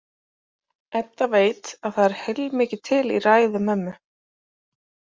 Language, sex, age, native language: Icelandic, female, 30-39, Icelandic